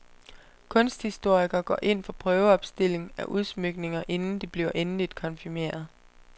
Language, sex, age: Danish, female, 25